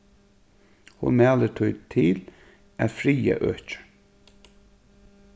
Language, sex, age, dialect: Faroese, male, 36-60, Suðurstreymoy